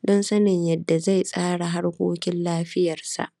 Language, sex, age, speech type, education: Hausa, female, 30-45, spontaneous, primary